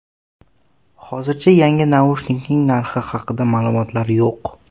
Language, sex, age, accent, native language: Uzbek, male, 12-17, Toshkent shahri, Uzbek